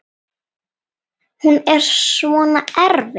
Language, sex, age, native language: Icelandic, female, 8, Icelandic